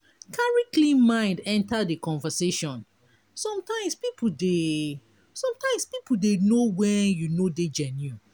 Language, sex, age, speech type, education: Nigerian Pidgin, female, 30-45, spontaneous, tertiary